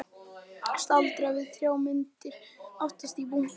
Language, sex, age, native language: Icelandic, male, 11, Icelandic